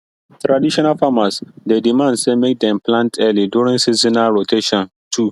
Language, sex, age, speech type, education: Nigerian Pidgin, male, 15-29, spontaneous, tertiary